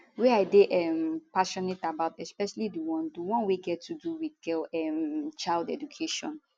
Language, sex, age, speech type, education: Nigerian Pidgin, female, 15-29, spontaneous, tertiary